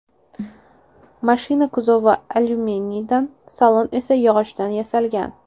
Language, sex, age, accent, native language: Uzbek, female, 18-24, Toshkent shahri, Uzbek